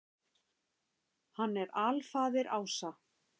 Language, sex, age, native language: Icelandic, female, 50-59, Icelandic